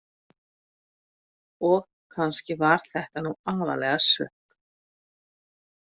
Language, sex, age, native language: Icelandic, female, 50-59, Icelandic